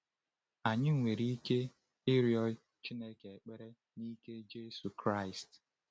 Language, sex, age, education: Igbo, male, 15-29, tertiary